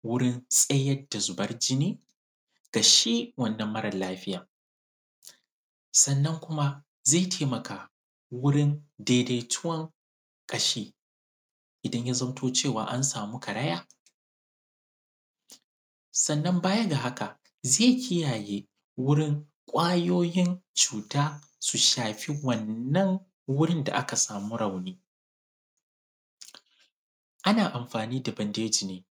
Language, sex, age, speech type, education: Hausa, male, 15-29, spontaneous, secondary